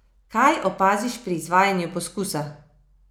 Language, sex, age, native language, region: Slovenian, female, 30-49, Slovenian, Savinja region